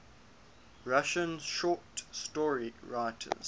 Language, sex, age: English, male, 21